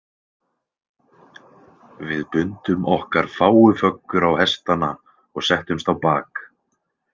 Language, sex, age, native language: Icelandic, male, 20-29, Icelandic